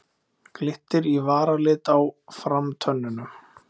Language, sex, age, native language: Icelandic, male, 20-29, Icelandic